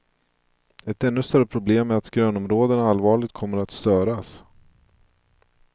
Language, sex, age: Swedish, male, 42